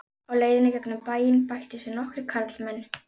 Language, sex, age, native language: Icelandic, female, 11, Icelandic